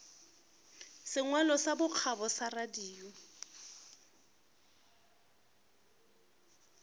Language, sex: Northern Sotho, female